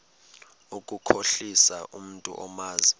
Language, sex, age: Xhosa, male, 22